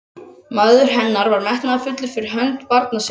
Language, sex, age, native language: Icelandic, other, 12, Icelandic